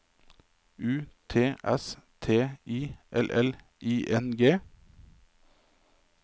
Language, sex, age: Norwegian, male, 27